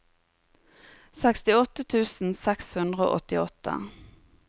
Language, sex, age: Norwegian, female, 30